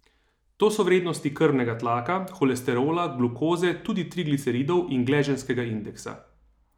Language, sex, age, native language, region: Slovenian, male, 30-49, Slovenian, Savinja region